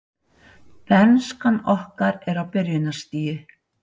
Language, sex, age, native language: Icelandic, female, 60-69, Icelandic